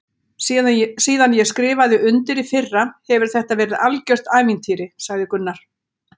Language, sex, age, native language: Icelandic, female, 60-69, Icelandic